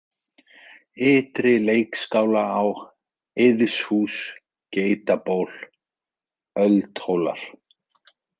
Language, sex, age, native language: Icelandic, male, 40-49, Icelandic